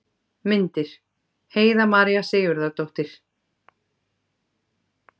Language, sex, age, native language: Icelandic, female, 30-39, Icelandic